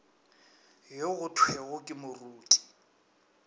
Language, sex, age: Northern Sotho, male, 24